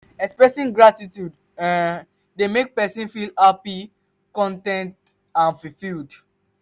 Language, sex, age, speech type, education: Nigerian Pidgin, male, 15-29, spontaneous, tertiary